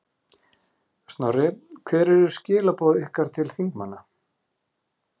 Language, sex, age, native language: Icelandic, male, 40-49, Icelandic